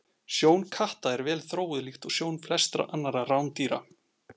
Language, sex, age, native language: Icelandic, male, 40-49, Icelandic